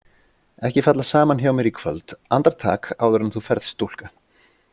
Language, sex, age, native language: Icelandic, male, 40-49, Icelandic